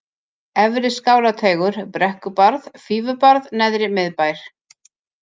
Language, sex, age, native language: Icelandic, female, 50-59, Icelandic